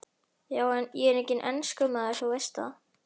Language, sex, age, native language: Icelandic, male, 11, Icelandic